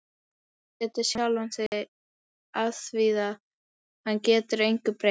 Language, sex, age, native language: Icelandic, female, 12, Icelandic